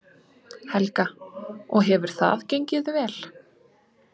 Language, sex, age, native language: Icelandic, female, 20-29, Icelandic